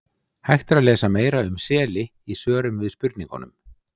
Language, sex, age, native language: Icelandic, male, 60-69, Icelandic